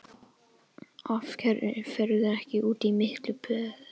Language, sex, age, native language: Icelandic, male, 11, Icelandic